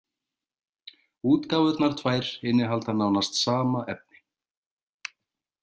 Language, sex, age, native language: Icelandic, male, 30-39, Icelandic